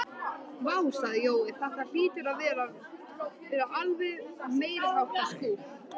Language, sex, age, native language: Icelandic, female, 13, Icelandic